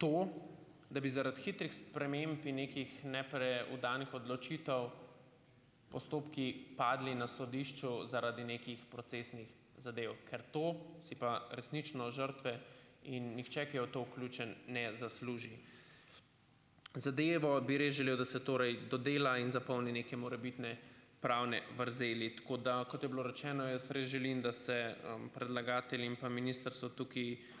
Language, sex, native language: Slovenian, male, Slovenian